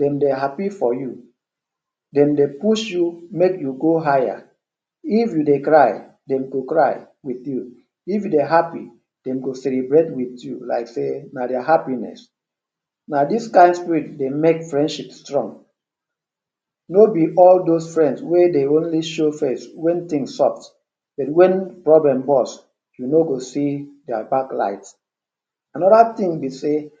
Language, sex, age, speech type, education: Nigerian Pidgin, male, 30-45, spontaneous, tertiary